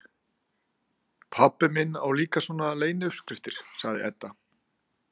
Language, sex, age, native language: Icelandic, male, 40-49, Icelandic